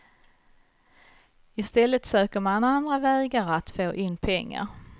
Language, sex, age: Swedish, female, 55